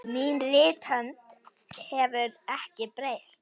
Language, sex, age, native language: Icelandic, female, 9, Icelandic